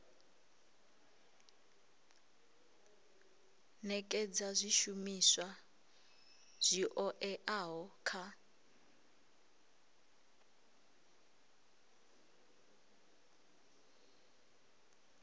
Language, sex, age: Venda, female, 20